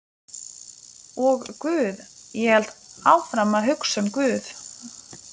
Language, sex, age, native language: Icelandic, female, 20-29, Lithuanian